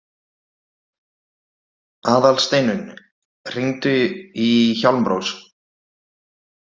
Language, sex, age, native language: Icelandic, male, 30-39, Icelandic